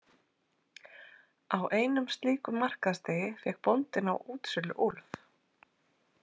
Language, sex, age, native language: Icelandic, female, 40-49, Icelandic